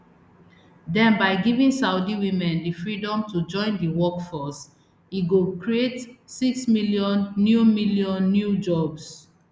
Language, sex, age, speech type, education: Nigerian Pidgin, female, 30-45, spontaneous, tertiary